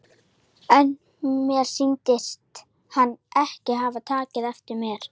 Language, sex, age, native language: Icelandic, female, 12, Icelandic